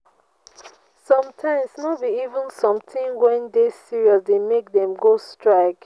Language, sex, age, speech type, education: Nigerian Pidgin, female, 15-29, spontaneous, tertiary